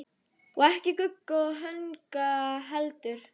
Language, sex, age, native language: Icelandic, female, 11, Icelandic